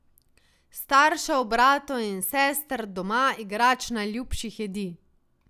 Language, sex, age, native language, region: Slovenian, female, 18-29, Slovenian, Savinja region